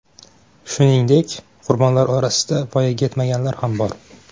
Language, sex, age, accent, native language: Uzbek, male, 18-24, Sirdaryo, Uzbek